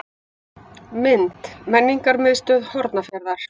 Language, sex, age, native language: Icelandic, female, 50-59, Icelandic